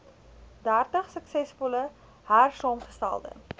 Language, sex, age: Afrikaans, female, 19